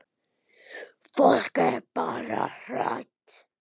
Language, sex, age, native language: Icelandic, male, 9, Icelandic